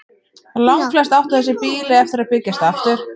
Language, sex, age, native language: Icelandic, female, 30-39, Icelandic